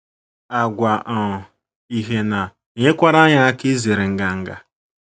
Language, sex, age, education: Igbo, female, 15-29, tertiary